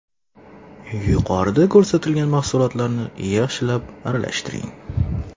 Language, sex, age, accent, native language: Uzbek, male, 25-34, Toshkent shahri, Uzbek